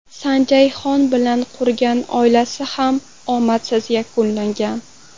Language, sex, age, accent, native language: Uzbek, female, 12-17, Toshkent shahri, Uzbek